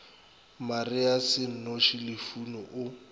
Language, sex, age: Northern Sotho, male, 25